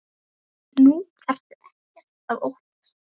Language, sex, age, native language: Icelandic, male, 8, Icelandic